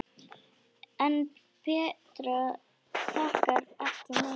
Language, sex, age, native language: Icelandic, other, 10, Icelandic